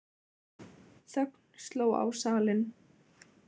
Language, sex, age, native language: Icelandic, female, 20-29, Icelandic